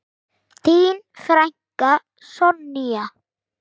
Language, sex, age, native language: Icelandic, female, 9, Icelandic